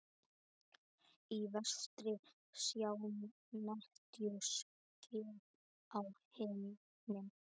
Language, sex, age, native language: Icelandic, male, 12, Icelandic